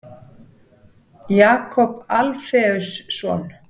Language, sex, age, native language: Icelandic, female, 40-49, Icelandic